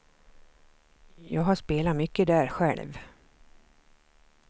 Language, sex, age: Swedish, female, 47